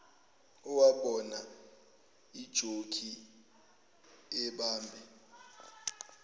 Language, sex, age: Zulu, male, 18